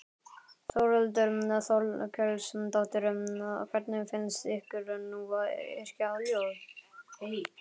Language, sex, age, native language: Icelandic, male, 11, Icelandic